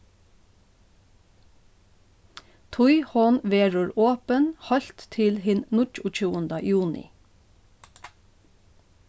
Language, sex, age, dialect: Faroese, female, 36-60, Norðuroyggjar